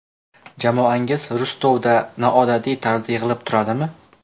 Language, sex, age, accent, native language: Uzbek, male, 18-24, Namangan, Uzbek